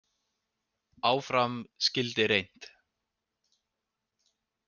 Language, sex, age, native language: Icelandic, male, 20-29, Icelandic